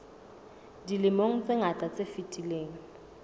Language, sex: Southern Sotho, female